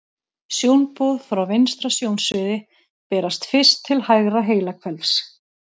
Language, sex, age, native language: Icelandic, female, 30-39, Icelandic